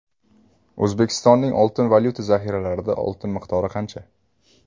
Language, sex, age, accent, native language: Uzbek, male, 18-24, Toshkent shahri, Uzbek